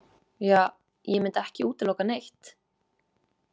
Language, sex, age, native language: Icelandic, female, 20-29, Icelandic